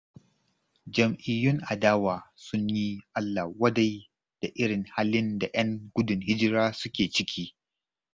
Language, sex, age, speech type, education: Hausa, male, 30-45, spontaneous, tertiary